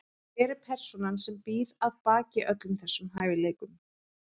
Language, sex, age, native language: Icelandic, female, 11, Icelandic